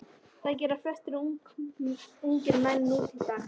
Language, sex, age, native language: Icelandic, female, 13, Icelandic